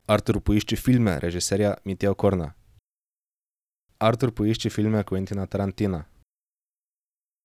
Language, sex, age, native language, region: Slovenian, male, 18-29, Slovenian, Drava region